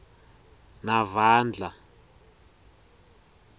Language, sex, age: Swati, male, 20